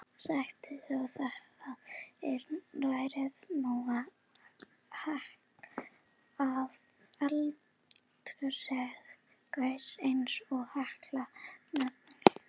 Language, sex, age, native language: Icelandic, female, 20-29, Icelandic